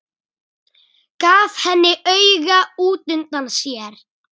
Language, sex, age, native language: Icelandic, male, 8, Icelandic